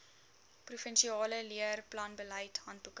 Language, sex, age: Afrikaans, female, 19